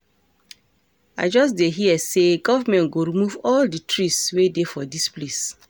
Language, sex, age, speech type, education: Nigerian Pidgin, female, 46-60, read, tertiary